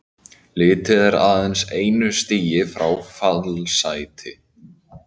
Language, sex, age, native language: Icelandic, male, 18-19, Icelandic